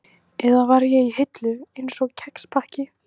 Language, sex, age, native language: Icelandic, female, 15, Icelandic